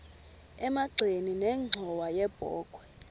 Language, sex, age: Xhosa, female, 24